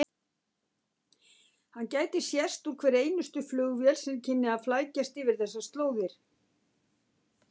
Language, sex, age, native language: Icelandic, female, 60-69, Icelandic